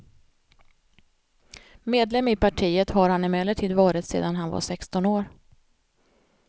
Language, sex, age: Swedish, female, 45